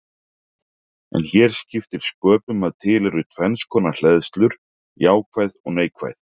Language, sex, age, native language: Icelandic, male, 40-49, Icelandic